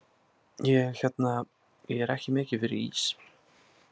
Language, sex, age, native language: Icelandic, male, 30-39, Icelandic